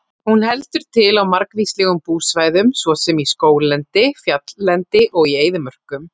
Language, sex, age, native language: Icelandic, female, 40-49, Icelandic